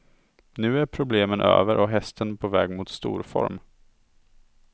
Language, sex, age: Swedish, male, 27